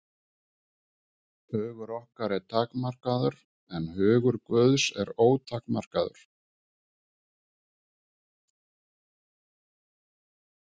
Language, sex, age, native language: Icelandic, male, 50-59, Icelandic